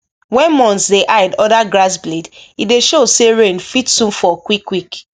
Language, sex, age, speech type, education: Nigerian Pidgin, female, 15-29, spontaneous, tertiary